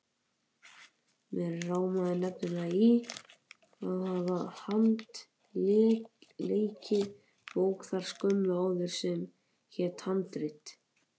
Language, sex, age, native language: Icelandic, male, 18-19, Icelandic